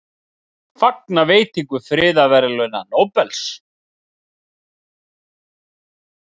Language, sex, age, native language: Icelandic, male, 30-39, Icelandic